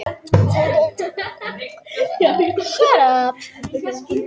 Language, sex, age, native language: Icelandic, female, 18-19, Icelandic